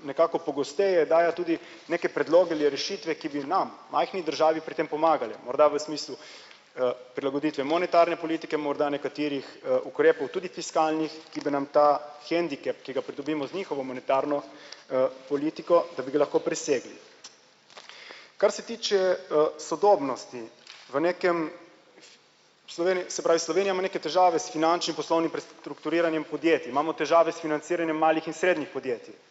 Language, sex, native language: Slovenian, male, Slovenian